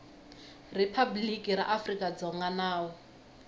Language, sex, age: Tsonga, female, 19